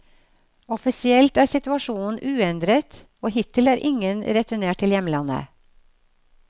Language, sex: Norwegian, female